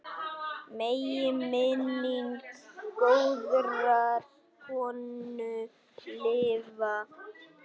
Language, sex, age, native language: Icelandic, male, 9, Icelandic